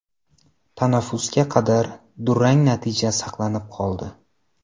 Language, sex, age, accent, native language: Uzbek, male, 25-34, Samarqand, Uzbek